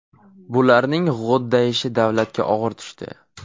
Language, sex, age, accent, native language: Uzbek, male, 18-24, Farg'ona, Uzbek